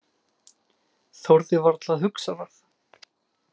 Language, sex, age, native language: Icelandic, male, 20-29, Icelandic